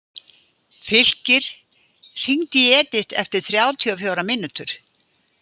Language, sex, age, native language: Icelandic, female, 80-89, Icelandic